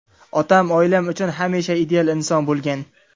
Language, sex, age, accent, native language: Uzbek, male, 19-29, Samarqand, Uzbek